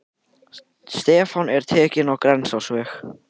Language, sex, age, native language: Icelandic, male, 18-19, Icelandic